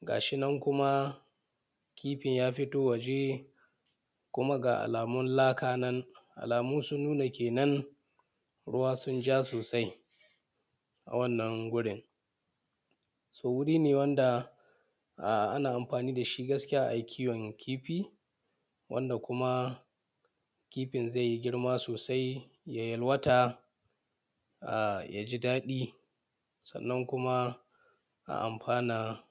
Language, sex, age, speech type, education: Hausa, male, 15-29, spontaneous, primary